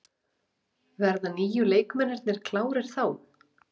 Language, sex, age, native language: Icelandic, female, 30-39, Icelandic